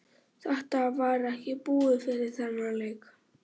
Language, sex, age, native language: Icelandic, male, 18-19, Icelandic